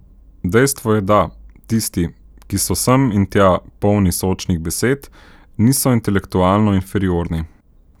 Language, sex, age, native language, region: Slovenian, male, 18-29, Slovenian, Central Slovenia